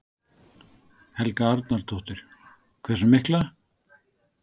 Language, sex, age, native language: Icelandic, male, 60-69, Icelandic